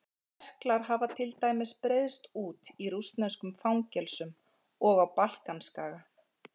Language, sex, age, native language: Icelandic, female, 40-49, Icelandic